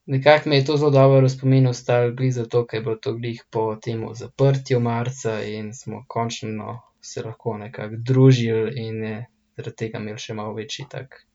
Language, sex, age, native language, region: Slovenian, male, 18-29, Slovenian, Central Slovenia